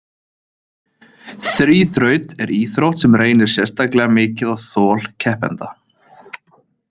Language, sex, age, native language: Icelandic, male, 30-39, Icelandic